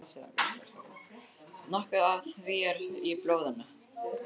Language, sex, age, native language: Icelandic, male, 12, Icelandic